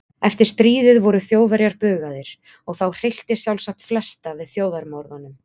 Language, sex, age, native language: Icelandic, female, 20-29, Icelandic